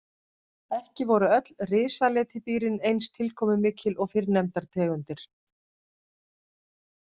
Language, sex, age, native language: Icelandic, female, 50-59, Icelandic